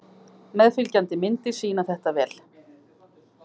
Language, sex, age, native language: Icelandic, female, 50-59, Icelandic